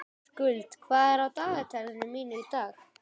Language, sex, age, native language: Icelandic, female, 18-19, Icelandic